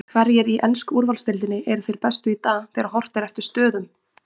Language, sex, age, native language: Icelandic, female, 20-29, Icelandic